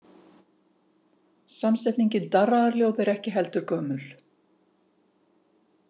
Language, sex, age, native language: Icelandic, female, 50-59, Icelandic